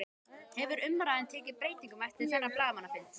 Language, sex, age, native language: Icelandic, male, 12, Icelandic